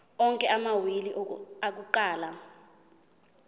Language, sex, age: Zulu, female, 20